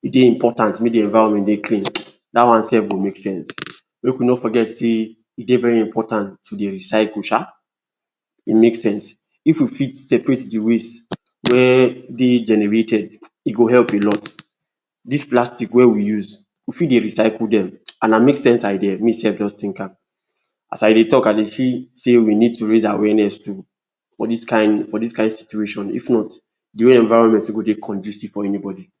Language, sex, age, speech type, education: Nigerian Pidgin, male, 46-60, spontaneous, tertiary